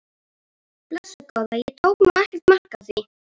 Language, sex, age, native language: Icelandic, female, 11, Icelandic